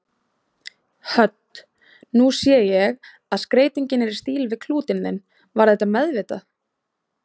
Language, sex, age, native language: Icelandic, female, 20-29, Icelandic